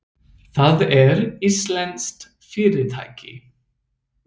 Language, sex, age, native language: Icelandic, male, 30-39, English